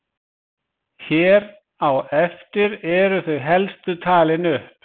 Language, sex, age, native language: Icelandic, male, 20-29, Icelandic